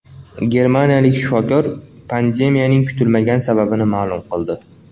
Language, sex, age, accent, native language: Uzbek, male, 19-29, Andijon, Uzbek